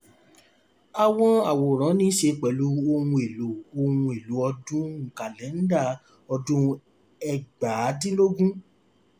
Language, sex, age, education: Yoruba, male, 30-45, tertiary